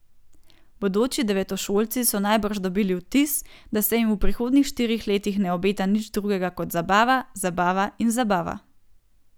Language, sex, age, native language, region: Slovenian, female, 18-29, Slovenian, Gorenjska region